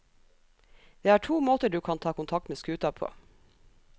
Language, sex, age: Norwegian, female, 37